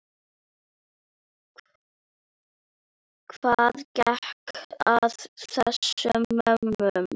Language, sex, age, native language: Icelandic, female, 9, Icelandic